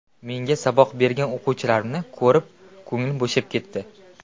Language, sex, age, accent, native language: Uzbek, male, 18-24, Toshkent viloyati, Uzbek